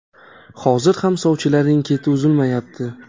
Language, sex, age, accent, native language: Uzbek, male, 18-24, Toshkent shahri, Uzbek